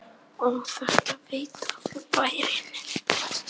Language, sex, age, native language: Icelandic, male, 8, Icelandic